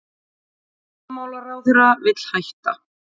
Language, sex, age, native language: Icelandic, female, 40-49, Icelandic